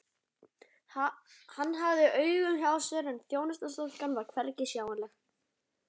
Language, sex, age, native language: Icelandic, male, 11, Icelandic